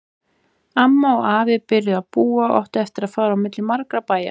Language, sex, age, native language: Icelandic, male, 20-29, Icelandic